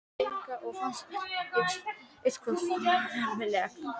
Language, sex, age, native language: Icelandic, female, 12, Icelandic